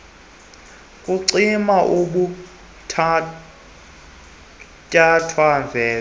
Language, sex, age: Xhosa, male, 22